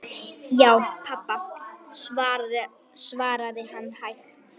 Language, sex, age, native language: Icelandic, female, 9, Icelandic